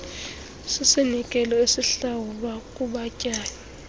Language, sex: Xhosa, female